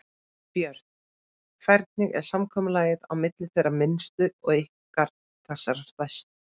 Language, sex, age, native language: Icelandic, female, 30-39, Icelandic